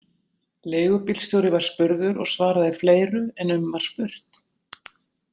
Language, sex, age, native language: Icelandic, female, 60-69, Icelandic